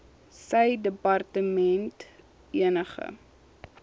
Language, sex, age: Afrikaans, female, 21